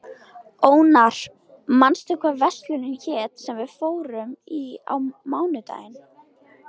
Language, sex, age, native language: Icelandic, female, 13, Icelandic